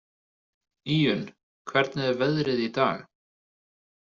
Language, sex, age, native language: Icelandic, male, 20-29, Icelandic